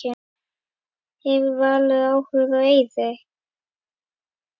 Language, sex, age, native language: Icelandic, female, 9, Icelandic